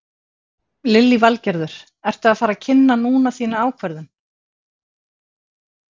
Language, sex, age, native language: Icelandic, female, 50-59, Icelandic